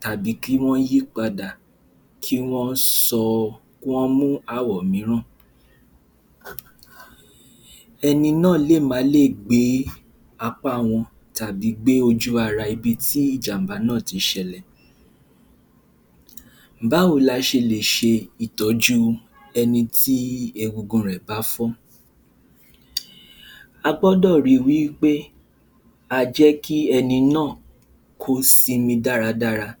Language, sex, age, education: Yoruba, male, 15-29, tertiary